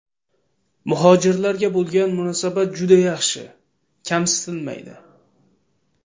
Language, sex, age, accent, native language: Uzbek, male, 18-24, Samarqand, Uzbek